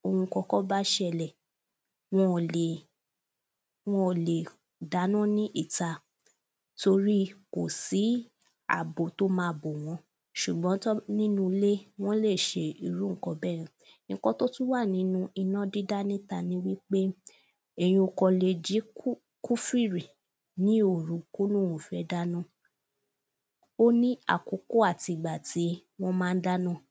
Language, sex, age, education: Yoruba, female, 15-29, primary